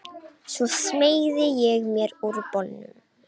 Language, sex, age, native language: Icelandic, female, 18-19, Romanian